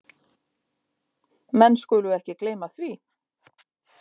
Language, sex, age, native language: Icelandic, female, 50-59, Icelandic